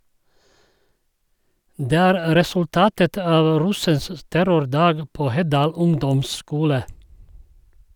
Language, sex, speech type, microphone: Norwegian, male, read, Sennheiser